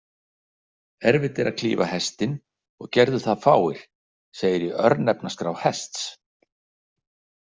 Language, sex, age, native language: Icelandic, male, 60-69, Icelandic